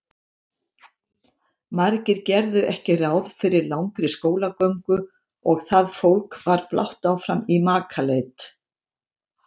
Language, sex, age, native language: Icelandic, female, 70-79, Icelandic